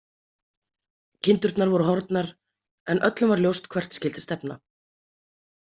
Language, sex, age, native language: Icelandic, female, 30-39, Icelandic